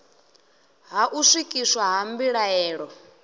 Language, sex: Venda, male